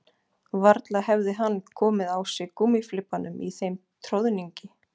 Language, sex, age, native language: Icelandic, female, 40-49, Icelandic